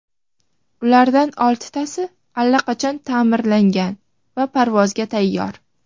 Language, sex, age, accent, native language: Uzbek, female, 12-17, Farg'ona, Uzbek